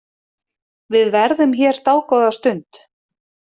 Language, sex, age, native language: Icelandic, female, 30-39, Icelandic